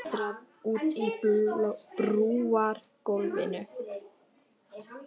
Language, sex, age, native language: Icelandic, female, 11, Icelandic